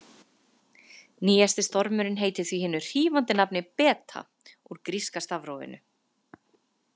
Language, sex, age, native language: Icelandic, female, 30-39, Icelandic